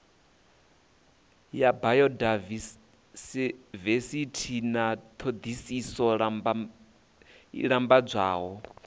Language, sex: Venda, male